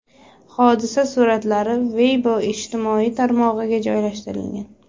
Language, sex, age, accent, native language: Uzbek, female, 18-24, Surxondaryo, Uzbek